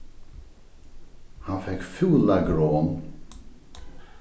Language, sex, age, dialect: Faroese, male, 36-60, Norðurstreymoy/Eysturoy